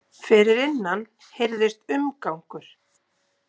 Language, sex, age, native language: Icelandic, female, 40-49, Icelandic